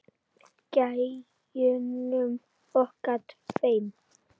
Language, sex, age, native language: Icelandic, female, 8, Icelandic